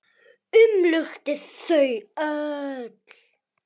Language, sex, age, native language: Icelandic, female, 9, Icelandic